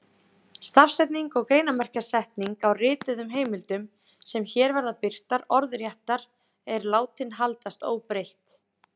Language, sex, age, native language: Icelandic, female, 30-39, Icelandic